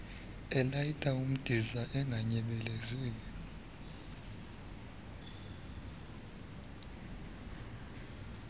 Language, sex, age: Xhosa, male, 26